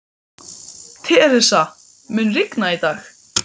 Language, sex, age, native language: Icelandic, male, 12, Icelandic